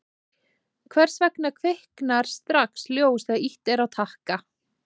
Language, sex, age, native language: Icelandic, female, 20-29, Icelandic